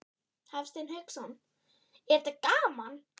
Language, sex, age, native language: Icelandic, female, 13, Icelandic